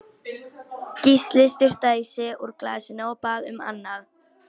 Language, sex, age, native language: Icelandic, female, 18-19, Polish